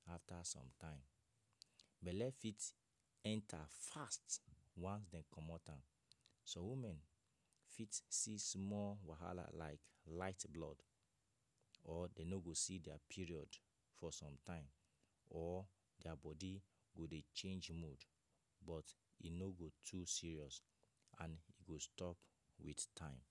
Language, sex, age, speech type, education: Nigerian Pidgin, male, 15-29, spontaneous, tertiary